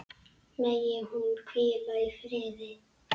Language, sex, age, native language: Icelandic, female, 10, Icelandic